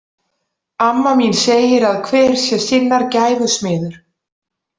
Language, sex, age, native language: Icelandic, female, 40-49, Icelandic